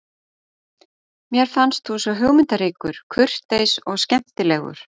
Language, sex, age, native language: Icelandic, female, 40-49, Icelandic